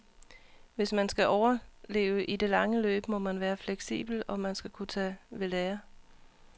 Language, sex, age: Danish, female, 39